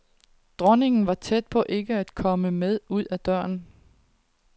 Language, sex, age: Danish, female, 30